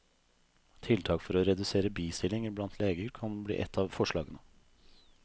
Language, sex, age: Norwegian, male, 32